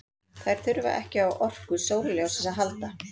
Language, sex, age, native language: Icelandic, female, 40-49, Icelandic